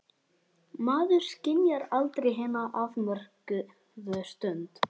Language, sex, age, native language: Icelandic, male, 11, Icelandic